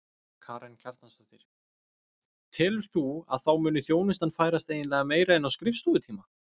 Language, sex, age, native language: Icelandic, male, 20-29, Icelandic